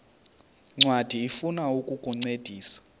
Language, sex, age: Xhosa, male, 33